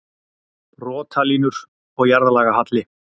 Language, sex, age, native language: Icelandic, male, 40-49, Icelandic